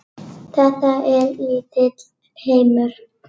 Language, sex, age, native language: Icelandic, female, 8, Icelandic